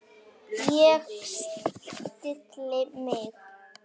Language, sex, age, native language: Icelandic, female, 8, Icelandic